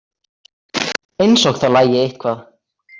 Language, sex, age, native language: Icelandic, male, 18-19, Icelandic